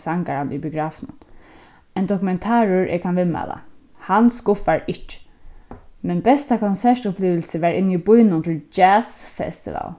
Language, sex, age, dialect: Faroese, female, 15-35, Suðurstreymoy